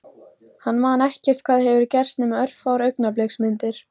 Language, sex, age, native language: Icelandic, female, 14, Icelandic